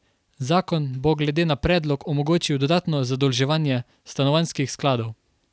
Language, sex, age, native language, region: Slovenian, male, 18-29, Slovenian, Carinthia region